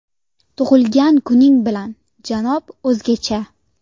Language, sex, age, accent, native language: Uzbek, female, 19-29, Sirdaryo, Uzbek